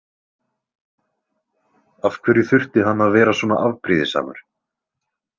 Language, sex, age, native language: Icelandic, male, 20-29, Icelandic